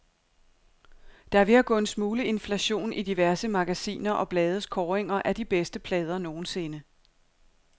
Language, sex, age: Danish, female, 42